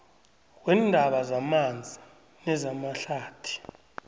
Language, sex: South Ndebele, male